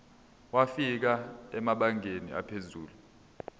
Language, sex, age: Zulu, male, 22